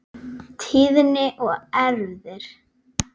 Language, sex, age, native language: Icelandic, female, 8, Icelandic